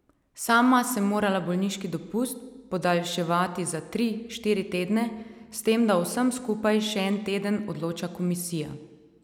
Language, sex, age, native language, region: Slovenian, female, 30-49, Slovenian, Savinja region